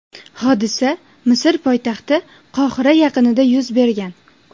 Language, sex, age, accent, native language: Uzbek, female, under 19, Jizzax, Uzbek